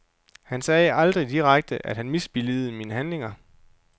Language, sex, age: Danish, male, 29